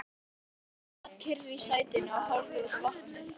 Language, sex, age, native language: Icelandic, female, 12, Icelandic